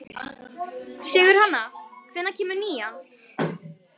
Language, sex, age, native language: Icelandic, female, 18-19, Icelandic